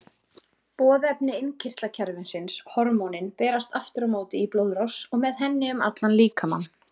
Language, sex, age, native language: Icelandic, female, 20-29, Icelandic